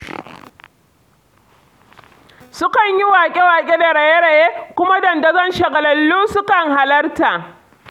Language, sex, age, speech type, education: Hausa, female, 46-60, read, secondary